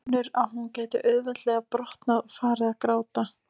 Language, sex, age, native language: Icelandic, female, 18-19, Icelandic